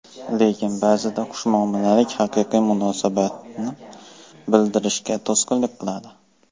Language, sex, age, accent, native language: Uzbek, male, 18-24, Farg'ona, Uzbek